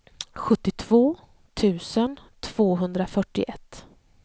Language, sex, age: Swedish, female, 40